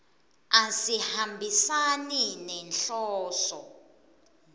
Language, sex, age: Swati, female, 22